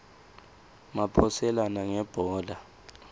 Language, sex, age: Swati, male, 20